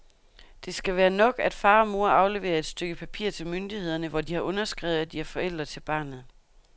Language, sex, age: Danish, female, 32